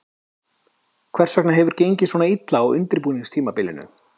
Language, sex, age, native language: Icelandic, male, 30-39, Icelandic